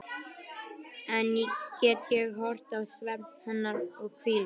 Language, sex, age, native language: Icelandic, male, 11, Icelandic